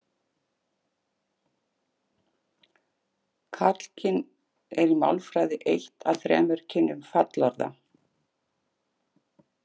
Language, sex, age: Icelandic, female, 60-69